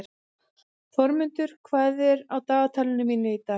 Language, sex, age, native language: Icelandic, female, 30-39, Icelandic